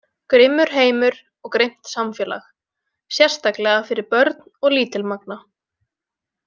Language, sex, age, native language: Icelandic, female, 20-29, Icelandic